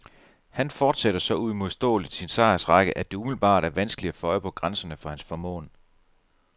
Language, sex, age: Danish, male, 37